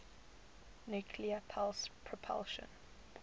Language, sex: English, female